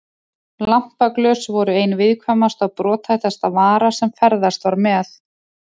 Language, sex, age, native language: Icelandic, female, 30-39, Icelandic